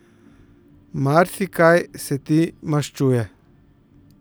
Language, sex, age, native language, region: Slovenian, male, 50-59, Slovenian, Central Slovenia